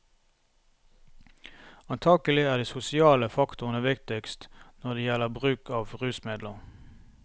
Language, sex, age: Norwegian, male, 32